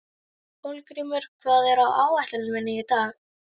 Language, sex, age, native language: Icelandic, female, 11, Icelandic